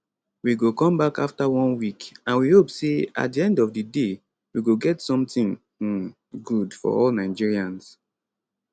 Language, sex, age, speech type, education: Nigerian Pidgin, male, 15-29, spontaneous, tertiary